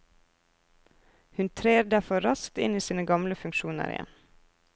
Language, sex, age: Norwegian, female, 24